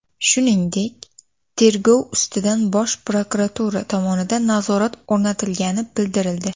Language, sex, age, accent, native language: Uzbek, female, under 19, Toshkent viloyati, Uzbek